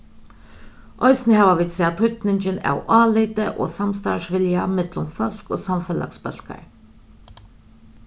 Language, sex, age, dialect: Faroese, female, 36-60, Norðurstreymoy/Eysturoy